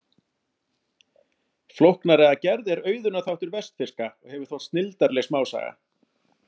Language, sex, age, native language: Icelandic, male, 40-49, Icelandic